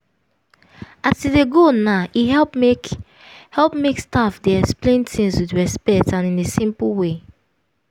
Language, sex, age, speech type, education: Nigerian Pidgin, female, 15-29, spontaneous, tertiary